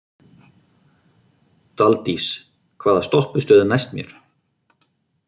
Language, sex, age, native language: Icelandic, male, 50-59, Icelandic